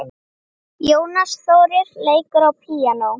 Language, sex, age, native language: Icelandic, female, 7, Icelandic